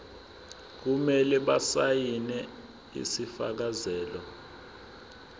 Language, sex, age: Zulu, male, 20